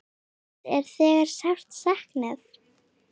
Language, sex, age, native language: Icelandic, female, 9, Icelandic